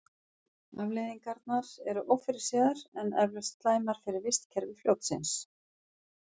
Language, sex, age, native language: Icelandic, female, 50-59, Icelandic